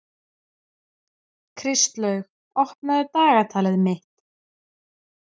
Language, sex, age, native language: Icelandic, female, 13, Icelandic